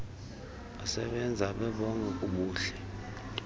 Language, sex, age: Xhosa, male, 38